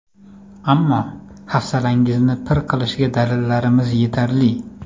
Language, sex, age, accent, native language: Uzbek, male, 25-34, Farg'ona, Uzbek